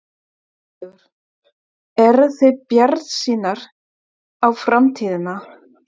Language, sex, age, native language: Icelandic, female, 40-49, German